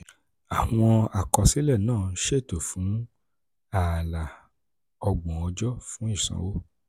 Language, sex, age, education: Yoruba, male, 46-60, tertiary